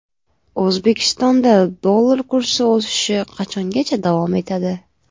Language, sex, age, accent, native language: Uzbek, female, 18-24, Navoiy, Uzbek